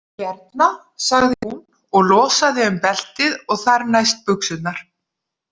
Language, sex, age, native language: Icelandic, female, 40-49, Icelandic